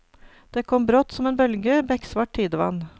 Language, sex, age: Norwegian, female, 49